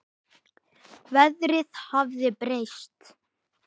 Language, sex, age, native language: Icelandic, male, 10, Icelandic